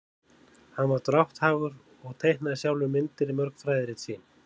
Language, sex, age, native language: Icelandic, male, 30-39, Icelandic